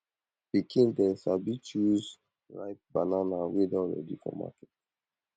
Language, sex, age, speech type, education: Nigerian Pidgin, male, 15-29, spontaneous, tertiary